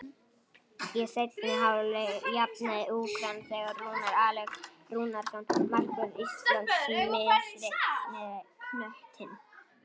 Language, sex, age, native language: Icelandic, male, 18-19, Icelandic